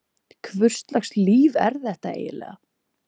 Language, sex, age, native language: Icelandic, female, 20-29, Icelandic